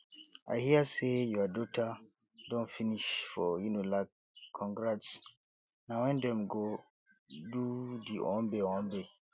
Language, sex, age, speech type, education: Nigerian Pidgin, male, 15-29, spontaneous, tertiary